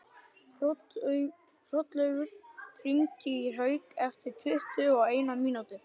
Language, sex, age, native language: Icelandic, male, 12, Icelandic